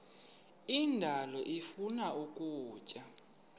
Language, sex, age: Xhosa, male, 31